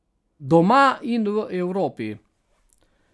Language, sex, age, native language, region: Slovenian, male, 60+, Slovenian, Carinthia region